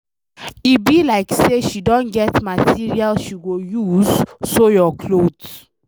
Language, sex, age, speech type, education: Nigerian Pidgin, female, 15-29, read, secondary